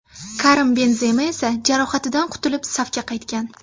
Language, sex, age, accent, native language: Uzbek, female, 19-29, Surxondaryo, Uzbek